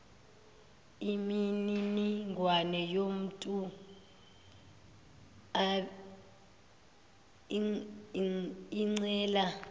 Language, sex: Zulu, female